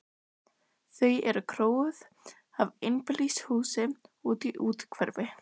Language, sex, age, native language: Icelandic, other, 12, Icelandic